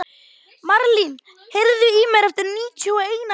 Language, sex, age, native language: Icelandic, male, 11, Icelandic